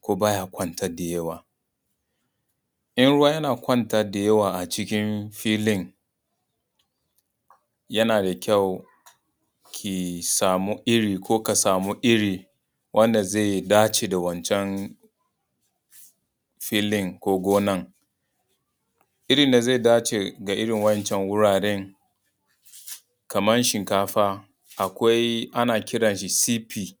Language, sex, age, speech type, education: Hausa, male, 30-45, spontaneous, tertiary